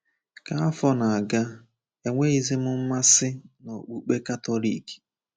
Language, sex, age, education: Igbo, male, 15-29, tertiary